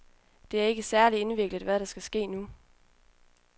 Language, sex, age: Danish, female, 20